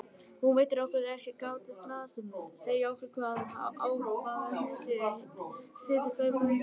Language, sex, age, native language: Icelandic, female, 18-19, Icelandic